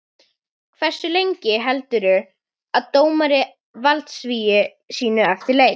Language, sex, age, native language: Icelandic, female, 11, Icelandic